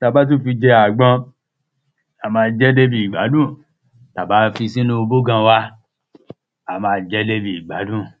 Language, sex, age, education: Yoruba, male, 30-45, tertiary